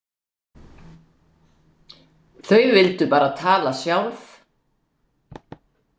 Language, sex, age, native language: Icelandic, female, 60-69, Icelandic